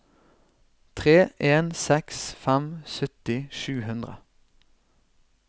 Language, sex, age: Norwegian, male, 32